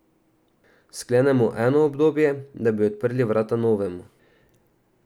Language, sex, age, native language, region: Slovenian, male, 18-29, Slovenian, Drava region